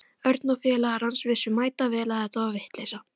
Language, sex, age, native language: Icelandic, female, 12, Icelandic